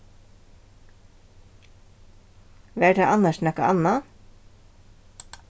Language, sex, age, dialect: Faroese, female, 36-60, Vágar